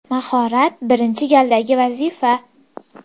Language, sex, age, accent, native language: Uzbek, female, 18-24, Farg'ona, Uzbek